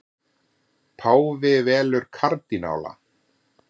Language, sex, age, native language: Icelandic, male, 40-49, Icelandic